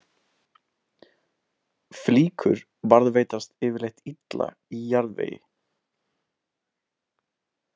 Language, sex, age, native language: Icelandic, male, 20-29, Icelandic